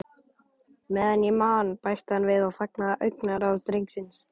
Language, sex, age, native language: Icelandic, male, 12, Icelandic